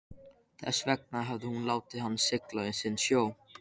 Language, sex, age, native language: Icelandic, male, 13, Icelandic